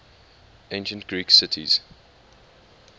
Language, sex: English, male